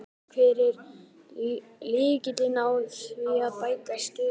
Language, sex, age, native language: Icelandic, male, 12, Icelandic